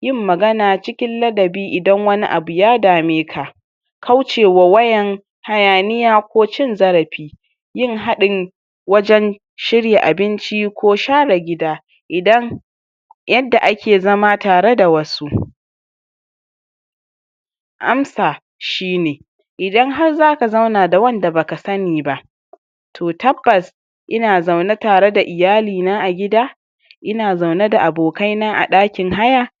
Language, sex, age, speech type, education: Hausa, male, 46-60, spontaneous, tertiary